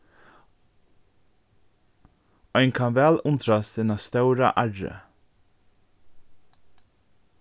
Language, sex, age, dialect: Faroese, male, 15-35, Norðurstreymoy/Eysturoy